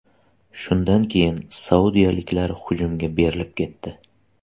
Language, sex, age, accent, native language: Uzbek, male, 25-34, Surxondaryo, Uzbek